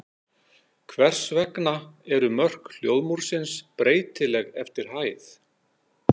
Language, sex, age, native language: Icelandic, male, 60-69, Icelandic